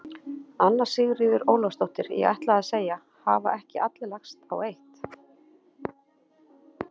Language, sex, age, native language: Icelandic, female, 30-39, Icelandic